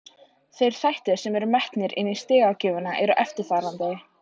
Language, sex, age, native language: Icelandic, female, 18-19, Icelandic